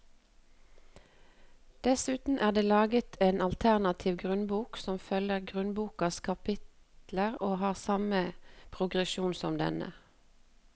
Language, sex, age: Norwegian, female, 48